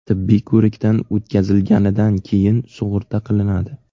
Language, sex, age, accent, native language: Uzbek, male, 18-24, Navoiy, Uzbek